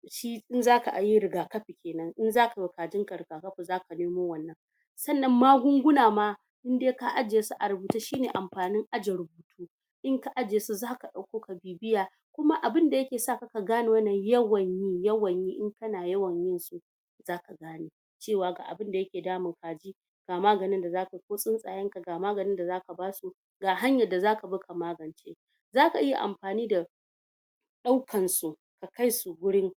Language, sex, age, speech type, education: Hausa, female, 46-60, spontaneous, tertiary